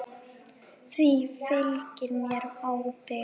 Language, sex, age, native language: Icelandic, female, 9, Icelandic